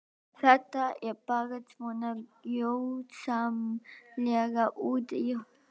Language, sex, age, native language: Icelandic, female, 12, Icelandic